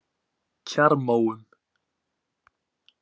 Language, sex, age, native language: Icelandic, male, 20-29, Icelandic